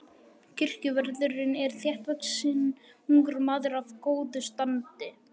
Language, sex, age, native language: Icelandic, male, 11, Icelandic